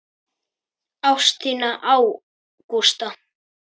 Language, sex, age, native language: Icelandic, female, 10, Icelandic